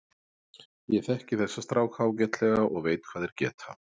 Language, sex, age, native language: Icelandic, male, 40-49, Icelandic